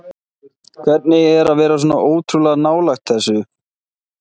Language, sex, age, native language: Icelandic, male, 20-29, Icelandic